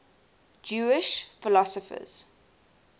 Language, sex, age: English, female, 20